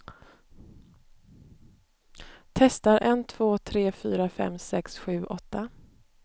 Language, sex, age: Swedish, female, 29